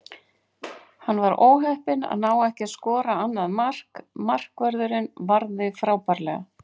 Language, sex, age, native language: Icelandic, female, 40-49, Icelandic